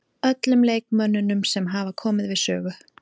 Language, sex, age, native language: Icelandic, female, 40-49, Icelandic